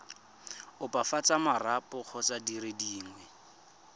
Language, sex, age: Tswana, male, 25